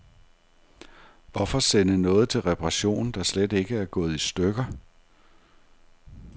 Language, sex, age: Danish, male, 42